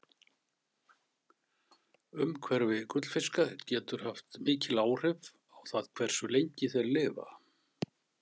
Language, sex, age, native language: Icelandic, male, 60-69, Icelandic